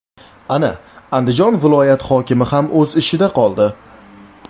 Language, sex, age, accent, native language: Uzbek, male, 19-29, Namangan, Uzbek